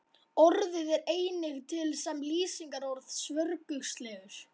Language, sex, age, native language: Icelandic, male, 18-19, Icelandic